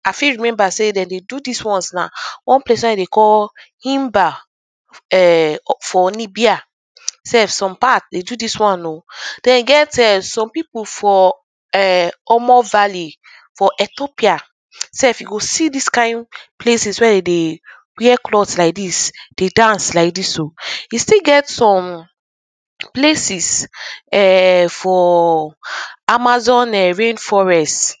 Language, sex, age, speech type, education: Nigerian Pidgin, female, 15-29, spontaneous, tertiary